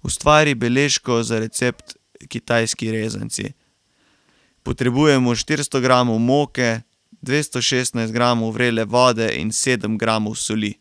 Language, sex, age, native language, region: Slovenian, male, 18-29, Slovenian, Carinthia region